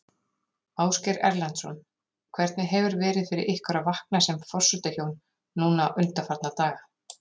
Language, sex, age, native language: Icelandic, female, 30-39, Icelandic